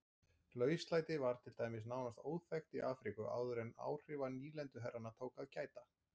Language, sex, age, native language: Icelandic, male, 40-49, Icelandic